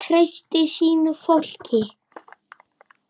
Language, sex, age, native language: Icelandic, male, 6, Icelandic